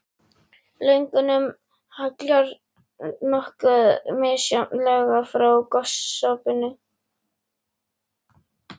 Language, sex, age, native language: Icelandic, female, 11, Icelandic